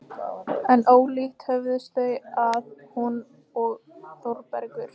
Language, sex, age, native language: Icelandic, female, 15, Icelandic